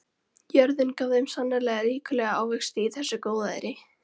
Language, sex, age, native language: Icelandic, female, 13, Icelandic